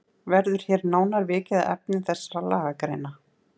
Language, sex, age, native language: Icelandic, female, 30-39, Icelandic